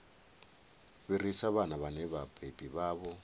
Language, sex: Venda, male